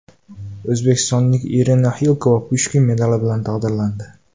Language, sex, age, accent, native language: Uzbek, male, 18-24, Jizzax, Uzbek